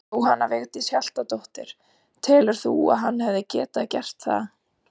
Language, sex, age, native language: Icelandic, female, 30-39, Icelandic